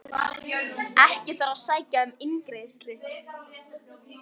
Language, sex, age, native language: Icelandic, female, 18-19, Icelandic